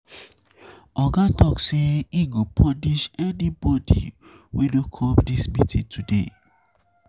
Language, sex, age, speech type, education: Nigerian Pidgin, male, 15-29, spontaneous, tertiary